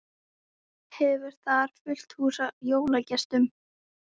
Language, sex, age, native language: Icelandic, female, 13, Icelandic